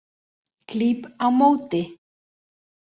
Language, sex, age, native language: Icelandic, male, 40-49, Icelandic